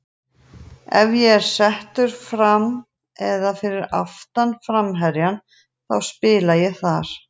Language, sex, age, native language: Icelandic, female, 40-49, Icelandic